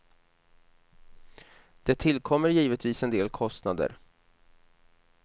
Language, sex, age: Swedish, male, 29